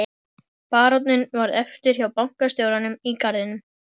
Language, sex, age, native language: Icelandic, female, 12, Icelandic